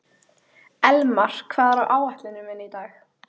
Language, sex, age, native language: Icelandic, female, 13, Icelandic